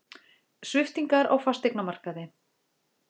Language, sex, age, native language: Icelandic, female, 40-49, Icelandic